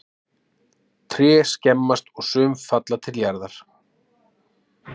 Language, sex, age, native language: Icelandic, male, 30-39, Icelandic